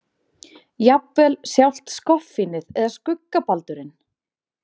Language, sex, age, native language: Icelandic, female, 20-29, Icelandic